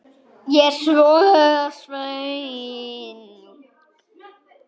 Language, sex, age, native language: Icelandic, female, 10, Icelandic